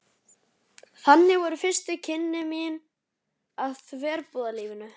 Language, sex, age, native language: Icelandic, male, 11, Icelandic